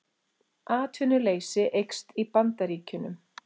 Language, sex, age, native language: Icelandic, female, 40-49, Icelandic